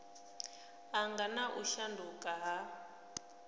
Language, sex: Venda, female